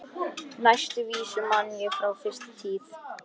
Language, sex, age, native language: Icelandic, male, 13, Icelandic